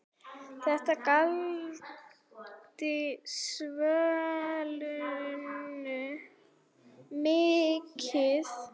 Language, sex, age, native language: Icelandic, female, 9, Icelandic